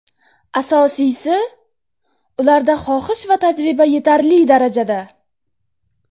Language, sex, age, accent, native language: Uzbek, female, 12-17, Jizzax, Uzbek